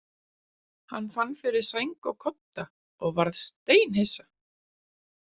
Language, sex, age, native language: Icelandic, female, 40-49, Icelandic